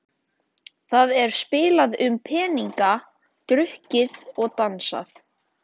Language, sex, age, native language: Icelandic, male, 14, Icelandic